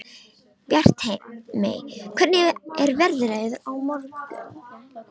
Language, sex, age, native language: Icelandic, female, 18-19, Romanian